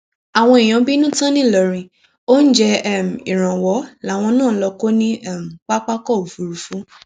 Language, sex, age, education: Yoruba, female, 15-29, tertiary